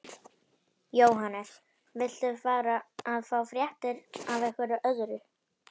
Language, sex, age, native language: Icelandic, female, 11, Icelandic